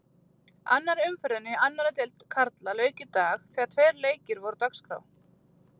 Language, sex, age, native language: Icelandic, female, 30-39, Icelandic